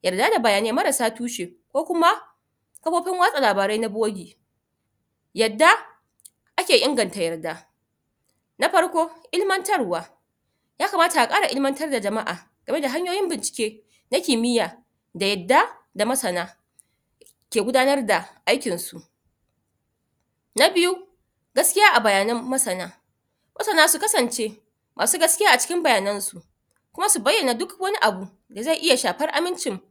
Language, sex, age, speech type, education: Hausa, female, 30-45, spontaneous, tertiary